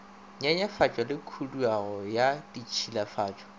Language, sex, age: Northern Sotho, male, 25